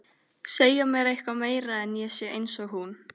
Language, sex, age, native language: Icelandic, female, 13, Icelandic